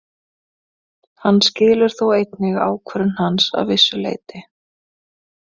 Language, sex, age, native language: Icelandic, female, 20-29, Icelandic